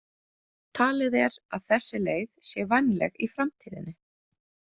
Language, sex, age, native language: Icelandic, female, 20-29, Icelandic